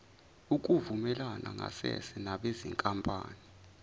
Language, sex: Zulu, male